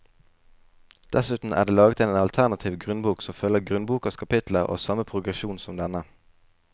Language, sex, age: Norwegian, male, 20